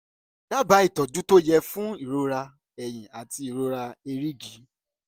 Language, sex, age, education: Yoruba, male, 15-29, secondary